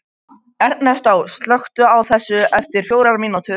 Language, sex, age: Icelandic, other, 50-59